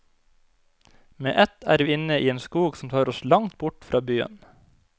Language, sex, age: Norwegian, male, 25